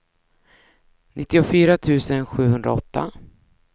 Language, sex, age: Swedish, female, 33